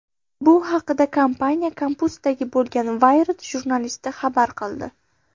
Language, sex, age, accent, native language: Uzbek, female, under 19, Farg'ona, Uzbek